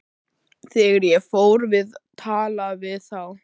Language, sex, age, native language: Icelandic, male, 11, Icelandic